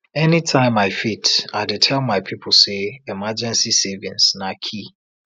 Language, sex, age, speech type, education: Nigerian Pidgin, male, 30-45, spontaneous, tertiary